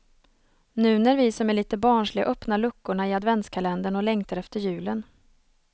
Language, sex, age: Swedish, female, 27